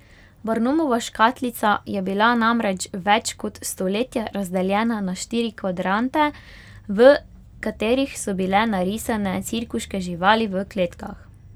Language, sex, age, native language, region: Slovenian, female, 18-29, Slovenian, Pomurje region